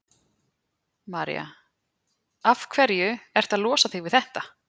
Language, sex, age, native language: Icelandic, female, 30-39, Icelandic